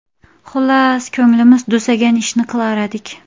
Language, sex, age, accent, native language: Uzbek, female, 18-24, Xorazm, Uzbek